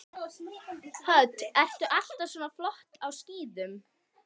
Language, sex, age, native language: Icelandic, female, 12, Icelandic